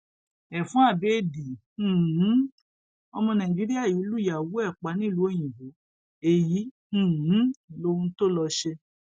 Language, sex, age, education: Yoruba, female, 46-60, tertiary